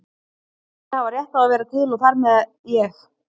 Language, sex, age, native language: Icelandic, female, 30-39, Icelandic